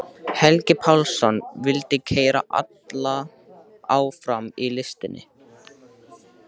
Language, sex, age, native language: Icelandic, male, 13, Icelandic